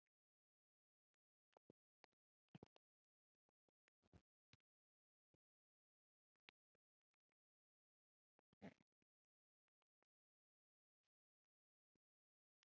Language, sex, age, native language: Icelandic, female, 9, Icelandic